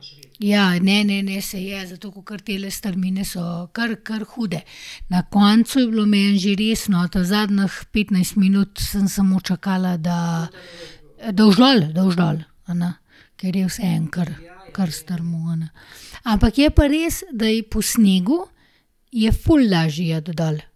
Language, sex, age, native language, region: Slovenian, female, 30-49, Slovenian, Gorenjska region